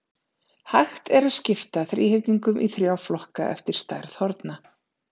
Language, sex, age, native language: Icelandic, female, 30-39, Icelandic